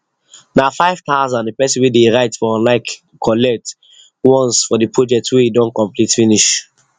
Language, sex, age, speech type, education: Nigerian Pidgin, male, 15-29, spontaneous, tertiary